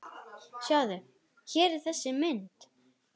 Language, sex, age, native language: Icelandic, female, 10, Icelandic